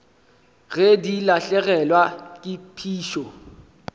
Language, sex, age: Northern Sotho, male, 23